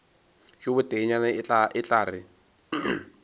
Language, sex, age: Northern Sotho, male, 22